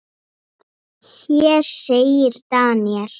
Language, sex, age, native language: Icelandic, female, 8, Icelandic